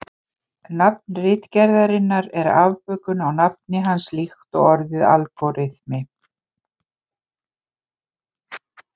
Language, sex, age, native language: Icelandic, female, 50-59, Icelandic